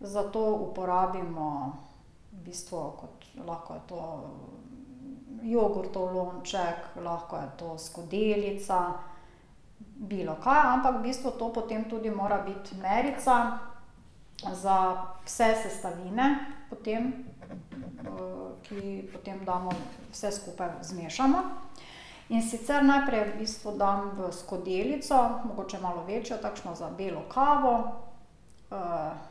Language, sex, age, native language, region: Slovenian, female, 50-59, Slovenian, Drava region